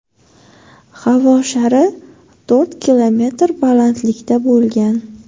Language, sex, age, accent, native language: Uzbek, female, 18-24, Samarqand, Uzbek